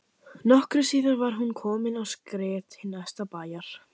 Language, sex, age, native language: Icelandic, female, 15, Icelandic